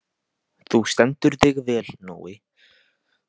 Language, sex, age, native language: Icelandic, male, 18-19, Icelandic